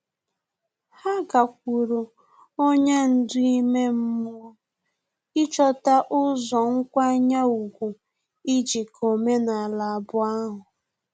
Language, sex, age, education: Igbo, female, 15-29, tertiary